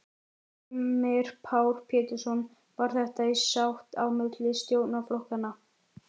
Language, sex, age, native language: Icelandic, male, 11, Icelandic